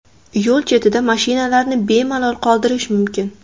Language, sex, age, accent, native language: Uzbek, female, 18-24, Andijon, Uzbek